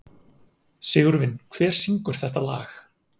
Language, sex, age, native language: Icelandic, male, 30-39, Icelandic